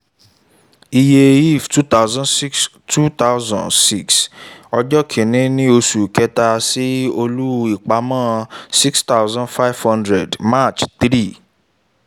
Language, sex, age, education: Yoruba, male, 15-29, tertiary